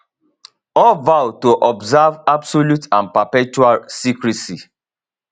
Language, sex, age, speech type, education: Nigerian Pidgin, male, 30-45, spontaneous, tertiary